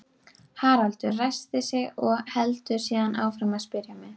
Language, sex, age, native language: Icelandic, female, 12, Icelandic